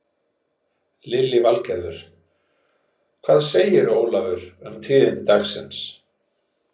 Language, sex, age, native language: Icelandic, male, 40-49, Icelandic